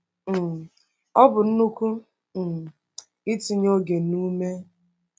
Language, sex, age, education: Igbo, female, 15-29, tertiary